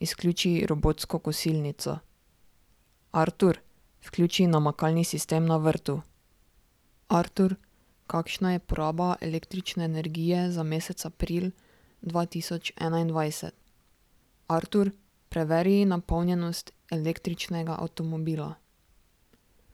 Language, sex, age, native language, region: Slovenian, female, 18-29, Slovenian, Drava region